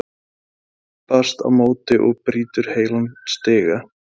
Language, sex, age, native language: Icelandic, male, 20-29, Icelandic